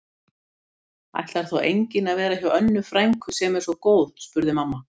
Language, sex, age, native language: Icelandic, female, 60-69, Icelandic